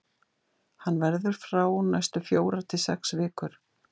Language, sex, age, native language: Icelandic, female, 60-69, Icelandic